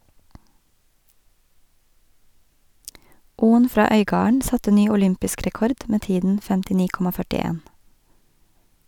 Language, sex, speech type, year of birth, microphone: Norwegian, female, read, 1982, Sennheiser